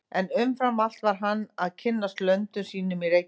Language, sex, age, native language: Icelandic, female, 50-59, Icelandic